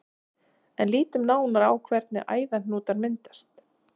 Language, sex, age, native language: Icelandic, female, 30-39, Icelandic